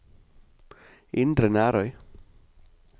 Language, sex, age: Norwegian, male, 45